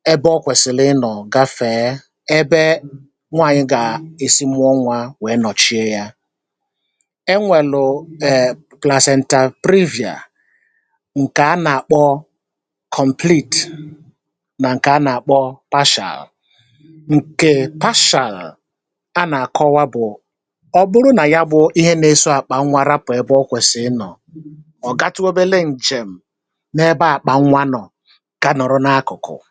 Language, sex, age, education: Igbo, male, 30-45, tertiary